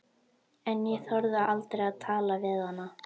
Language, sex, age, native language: Icelandic, female, 12, Icelandic